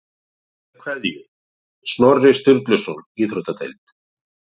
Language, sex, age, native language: Icelandic, male, 40-49, Icelandic